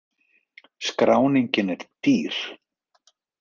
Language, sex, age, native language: Icelandic, male, 40-49, Icelandic